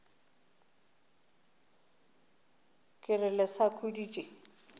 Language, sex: Northern Sotho, female